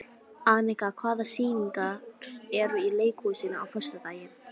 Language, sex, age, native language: Icelandic, female, 13, Icelandic